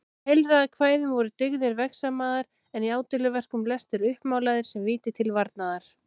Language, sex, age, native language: Icelandic, female, 16, Icelandic